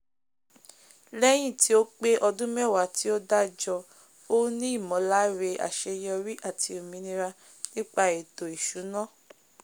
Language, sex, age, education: Yoruba, female, 15-29, tertiary